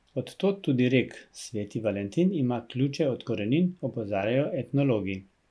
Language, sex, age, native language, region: Slovenian, male, 50-59, Slovenian, Central Slovenia